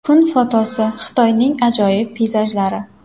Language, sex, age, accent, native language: Uzbek, female, 18-24, Samarqand, Uzbek